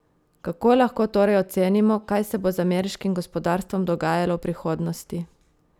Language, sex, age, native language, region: Slovenian, female, 30-49, Slovenian, Gorica region